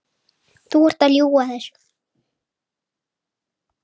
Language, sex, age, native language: Icelandic, male, 8, Icelandic